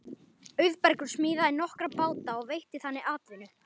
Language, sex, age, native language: Icelandic, male, 11, Icelandic